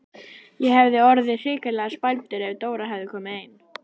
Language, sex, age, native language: Icelandic, female, 11, Icelandic